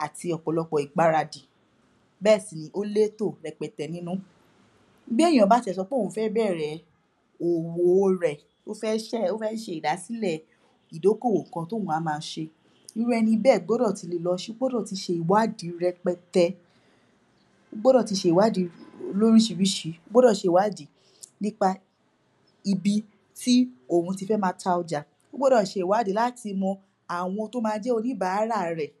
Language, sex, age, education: Yoruba, female, 46-60, tertiary